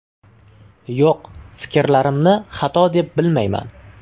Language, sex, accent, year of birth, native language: Uzbek, male, Toshkent shahri, 1999, Uzbek